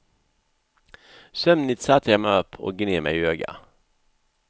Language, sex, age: Swedish, male, 64